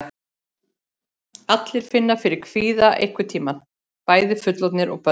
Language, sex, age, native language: Icelandic, female, 40-49, Icelandic